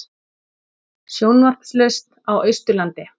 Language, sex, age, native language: Icelandic, male, 40-49, Icelandic